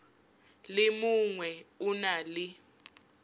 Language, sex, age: Tswana, female, 20